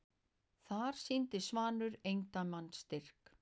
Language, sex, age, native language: Icelandic, female, 9, Icelandic